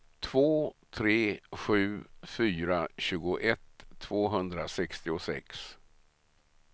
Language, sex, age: Swedish, male, 67